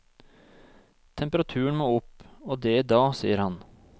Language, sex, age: Norwegian, male, 26